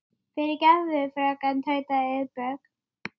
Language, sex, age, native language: Icelandic, male, 9, Icelandic